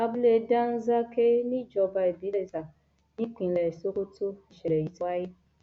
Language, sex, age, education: Yoruba, female, 30-45, tertiary